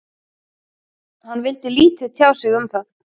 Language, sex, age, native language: Icelandic, female, 30-39, Icelandic